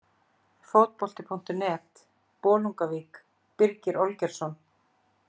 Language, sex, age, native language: Icelandic, female, 40-49, Icelandic